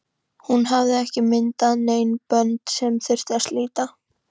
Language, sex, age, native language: Icelandic, female, 13, Icelandic